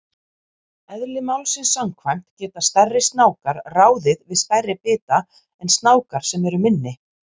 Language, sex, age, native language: Icelandic, female, 50-59, Icelandic